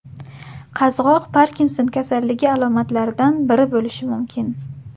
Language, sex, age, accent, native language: Uzbek, female, 18-24, Buxoro, Uzbek